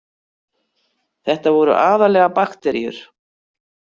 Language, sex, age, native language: Icelandic, female, 60-69, Icelandic